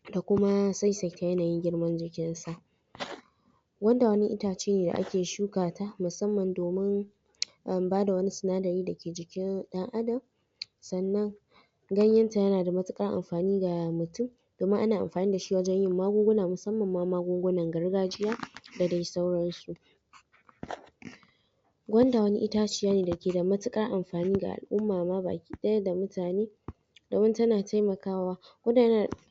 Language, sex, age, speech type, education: Hausa, female, 46-60, spontaneous, tertiary